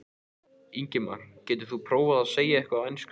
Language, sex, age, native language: Icelandic, male, 14, Icelandic